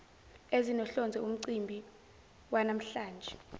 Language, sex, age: Zulu, female, 17